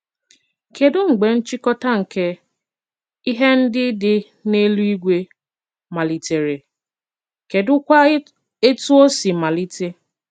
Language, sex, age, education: Igbo, female, 15-29, secondary